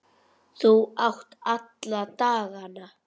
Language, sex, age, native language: Icelandic, male, 9, Icelandic